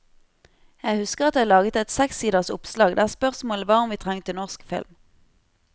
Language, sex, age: Norwegian, female, 25